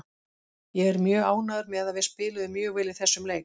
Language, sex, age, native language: Icelandic, female, 40-49, Icelandic